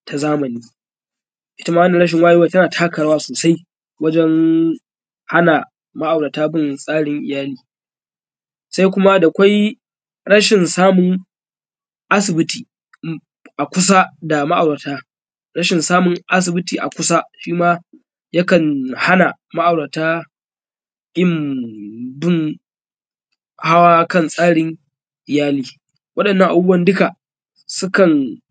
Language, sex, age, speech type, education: Hausa, male, 15-29, spontaneous, tertiary